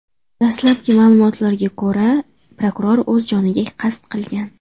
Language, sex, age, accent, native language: Uzbek, female, under 19, Samarqand, Uzbek